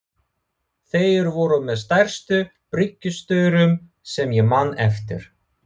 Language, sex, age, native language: Icelandic, male, 30-39, Russian